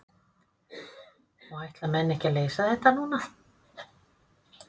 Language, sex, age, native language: Icelandic, female, 50-59, Icelandic